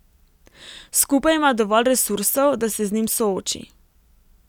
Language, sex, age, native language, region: Slovenian, female, 18-29, Slovenian, Primorsko-notranjska region